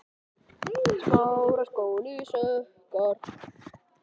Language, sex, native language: Icelandic, other, Icelandic